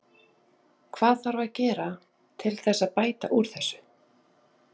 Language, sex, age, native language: Icelandic, female, 30-39, Icelandic